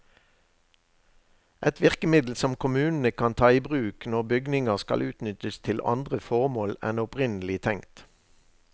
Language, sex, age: Norwegian, male, 63